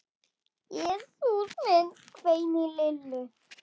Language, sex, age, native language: Icelandic, female, 8, Icelandic